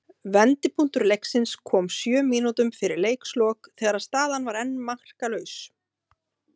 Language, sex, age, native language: Icelandic, female, 30-39, Icelandic